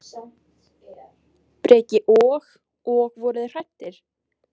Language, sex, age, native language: Icelandic, female, 14, Icelandic